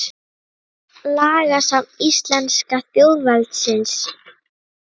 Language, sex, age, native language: Icelandic, female, 30-39, Icelandic